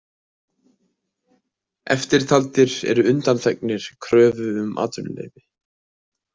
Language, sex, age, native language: Icelandic, male, 20-29, Icelandic